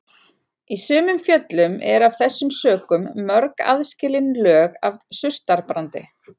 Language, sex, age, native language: Icelandic, female, 40-49, Icelandic